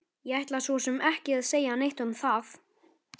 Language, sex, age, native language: Icelandic, male, 13, Icelandic